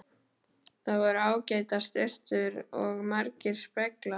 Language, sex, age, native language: Icelandic, male, 12, Icelandic